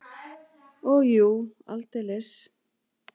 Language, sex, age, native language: Icelandic, female, 40-49, Icelandic